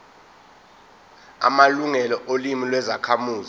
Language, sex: Zulu, male